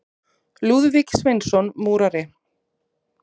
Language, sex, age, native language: Icelandic, female, 30-39, Icelandic